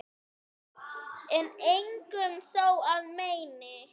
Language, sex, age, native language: Icelandic, female, 9, Icelandic